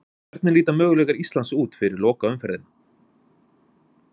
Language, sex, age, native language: Icelandic, male, 20-29, Icelandic